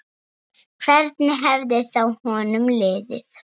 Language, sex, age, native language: Icelandic, female, 7, Icelandic